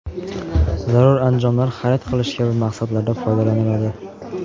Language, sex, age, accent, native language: Uzbek, male, 18-24, Namangan, Uzbek